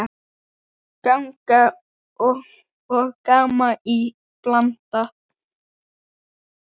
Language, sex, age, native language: Icelandic, male, 8, Icelandic